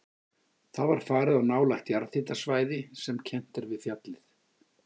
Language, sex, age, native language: Icelandic, male, 50-59, Icelandic